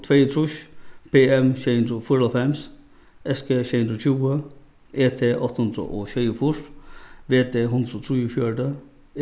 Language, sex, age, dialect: Faroese, male, 36-60, Norðuroyggjar